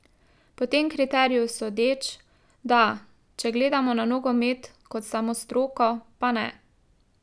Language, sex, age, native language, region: Slovenian, female, 18-29, Slovenian, Drava region